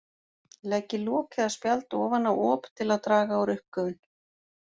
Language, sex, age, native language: Icelandic, female, 40-49, Icelandic